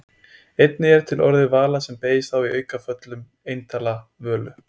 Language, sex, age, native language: Icelandic, male, 20-29, Icelandic